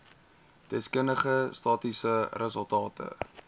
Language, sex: Afrikaans, male